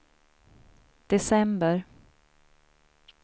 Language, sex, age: Swedish, female, 42